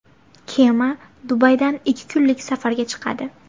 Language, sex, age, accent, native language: Uzbek, female, 18-24, Farg'ona, Uzbek